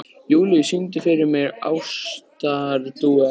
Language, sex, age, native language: Icelandic, male, 13, Icelandic